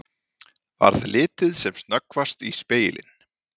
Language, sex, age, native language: Icelandic, male, 40-49, Icelandic